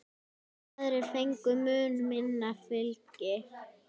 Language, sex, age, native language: Icelandic, female, 10, Icelandic